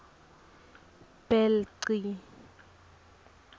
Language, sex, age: Swati, female, 22